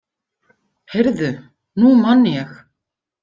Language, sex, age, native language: Icelandic, female, 50-59, Icelandic